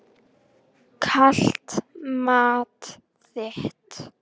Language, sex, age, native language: Icelandic, female, 18-19, Icelandic